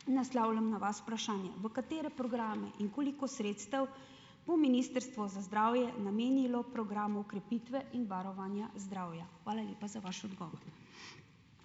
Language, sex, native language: Slovenian, female, Slovenian